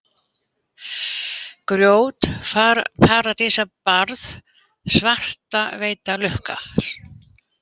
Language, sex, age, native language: Icelandic, female, 80-89, Icelandic